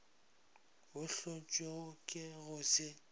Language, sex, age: Northern Sotho, male, 22